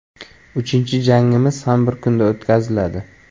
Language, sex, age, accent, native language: Uzbek, male, 18-24, Samarqand, Uzbek